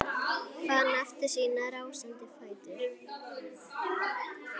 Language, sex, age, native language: Icelandic, female, 10, Icelandic